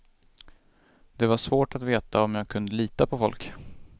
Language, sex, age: Swedish, male, 25